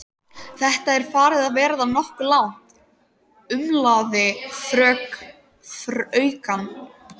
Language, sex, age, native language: Icelandic, female, 13, Icelandic